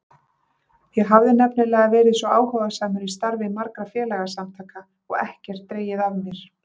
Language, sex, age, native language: Icelandic, female, 30-39, Icelandic